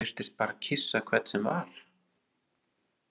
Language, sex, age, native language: Icelandic, male, 30-39, Icelandic